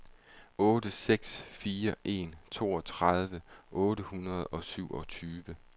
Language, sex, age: Danish, male, 31